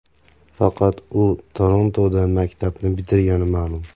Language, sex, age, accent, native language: Uzbek, male, 25-34, Andijon, Uzbek